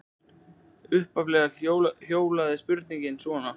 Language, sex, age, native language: Icelandic, male, 20-29, Icelandic